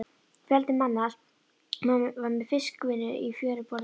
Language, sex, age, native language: Icelandic, female, 11, Icelandic